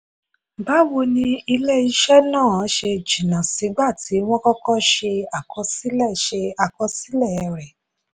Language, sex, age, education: Yoruba, female, 30-45, tertiary